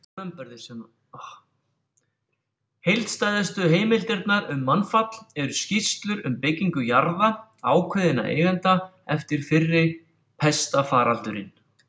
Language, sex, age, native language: Icelandic, male, 40-49, Icelandic